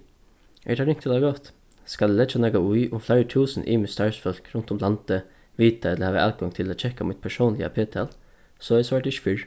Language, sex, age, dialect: Faroese, male, 15-35, Suðurstreymoy